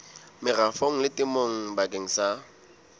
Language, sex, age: Southern Sotho, male, 22